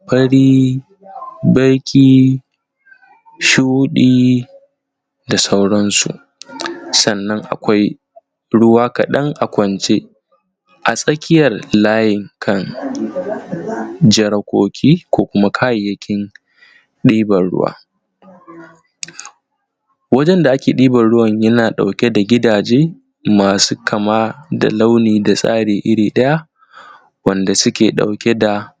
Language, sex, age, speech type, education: Hausa, male, 15-29, spontaneous, tertiary